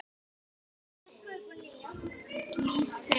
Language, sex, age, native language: Icelandic, female, 10, Icelandic